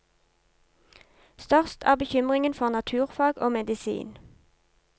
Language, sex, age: Norwegian, female, 32